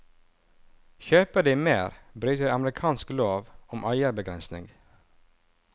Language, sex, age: Norwegian, male, 37